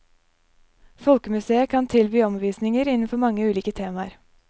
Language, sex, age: Norwegian, female, 23